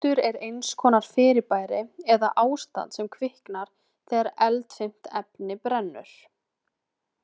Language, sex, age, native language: Icelandic, female, 20-29, Icelandic